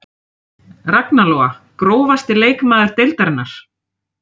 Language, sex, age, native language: Icelandic, female, 30-39, Icelandic